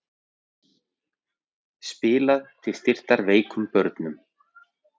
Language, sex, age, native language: Icelandic, male, 40-49, Icelandic